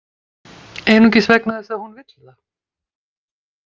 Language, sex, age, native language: Icelandic, female, 50-59, Icelandic